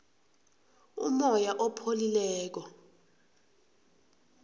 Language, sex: South Ndebele, female